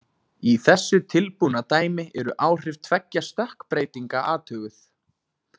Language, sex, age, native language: Icelandic, male, 20-29, Icelandic